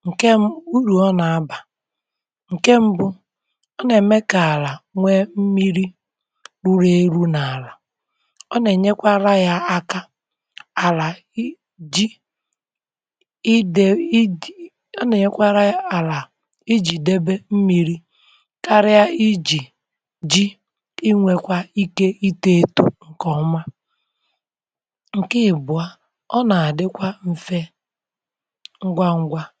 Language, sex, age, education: Igbo, male, 46-60, tertiary